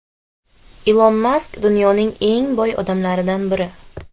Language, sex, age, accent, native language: Uzbek, female, 18-24, Xorazm, Uzbek